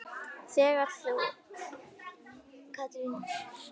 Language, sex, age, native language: Icelandic, female, 9, Icelandic